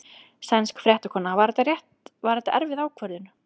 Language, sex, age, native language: Icelandic, female, 30-39, Icelandic